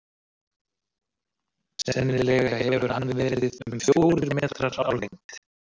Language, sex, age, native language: Icelandic, male, 30-39, Icelandic